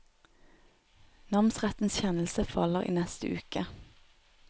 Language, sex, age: Norwegian, female, 29